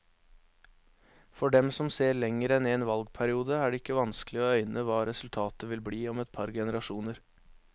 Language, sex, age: Norwegian, male, 21